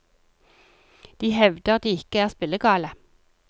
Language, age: Norwegian, 40